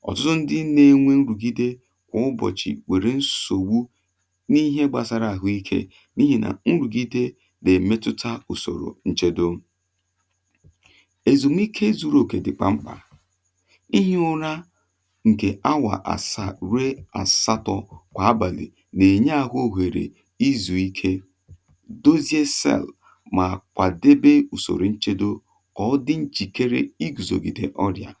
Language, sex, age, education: Igbo, male, 30-45, tertiary